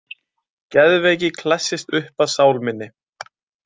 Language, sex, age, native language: Icelandic, male, 20-29, Icelandic